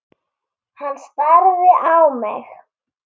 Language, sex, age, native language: Icelandic, female, 8, Icelandic